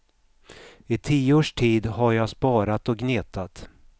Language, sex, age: Swedish, male, 55